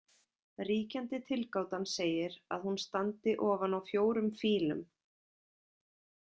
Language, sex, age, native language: Icelandic, female, 40-49, Icelandic